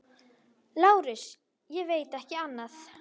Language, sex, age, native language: Icelandic, female, 10, Icelandic